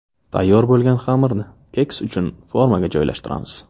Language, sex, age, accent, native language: Uzbek, male, 25-34, Navoiy, Uzbek